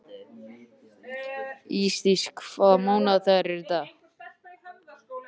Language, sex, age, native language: Icelandic, male, 13, Icelandic